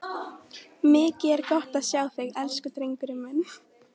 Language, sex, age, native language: Icelandic, female, 13, Icelandic